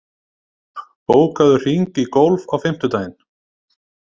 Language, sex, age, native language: Icelandic, male, 30-39, Icelandic